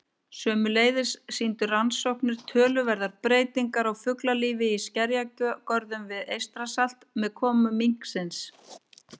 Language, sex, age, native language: Icelandic, female, 50-59, Icelandic